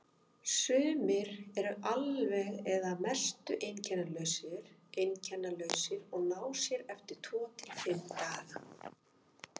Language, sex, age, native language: Icelandic, female, 50-59, Icelandic